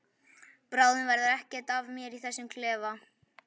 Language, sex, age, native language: Icelandic, male, 11, Icelandic